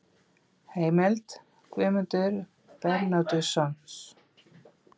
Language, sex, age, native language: Icelandic, female, 50-59, Icelandic